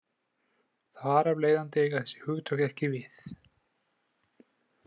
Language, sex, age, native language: Icelandic, male, 20-29, Icelandic